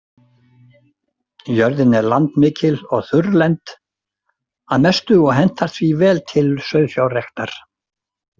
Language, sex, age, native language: Icelandic, male, 60-69, Icelandic